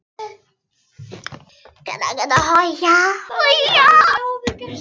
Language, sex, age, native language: Icelandic, other, 11, Icelandic